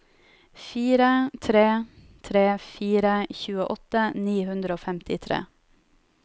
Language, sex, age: Norwegian, female, 31